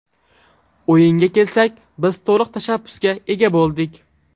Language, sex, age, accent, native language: Uzbek, male, 12-17, Farg'ona, Uzbek